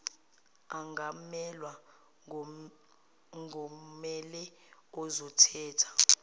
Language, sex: Zulu, female